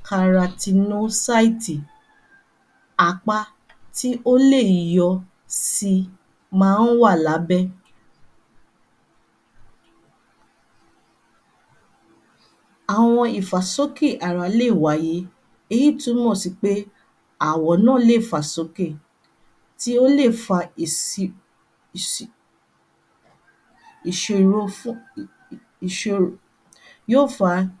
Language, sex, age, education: Yoruba, female, 30-45, tertiary